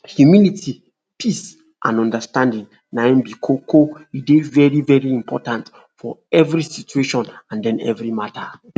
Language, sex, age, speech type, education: Nigerian Pidgin, male, 46-60, spontaneous, tertiary